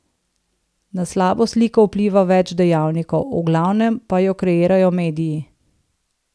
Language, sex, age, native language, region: Slovenian, female, 30-49, Slovenian, Southeast Slovenia